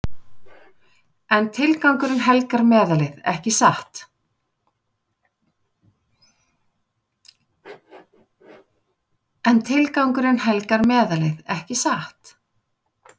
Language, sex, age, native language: Icelandic, female, 40-49, Icelandic